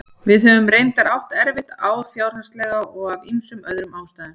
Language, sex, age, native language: Icelandic, female, 40-49, Icelandic